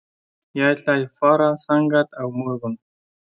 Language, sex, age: Icelandic, male, 20-29